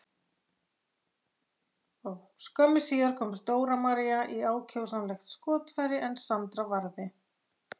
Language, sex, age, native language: Icelandic, female, 40-49, Icelandic